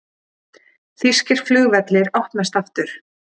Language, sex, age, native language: Icelandic, female, 40-49, Icelandic